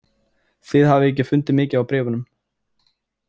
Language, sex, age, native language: Icelandic, male, 20-29, Icelandic